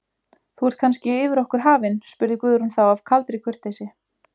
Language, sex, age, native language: Icelandic, female, 20-29, Icelandic